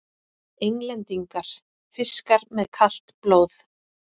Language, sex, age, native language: Icelandic, female, 40-49, Icelandic